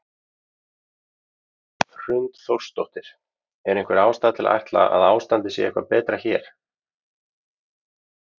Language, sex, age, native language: Icelandic, male, 30-39, Icelandic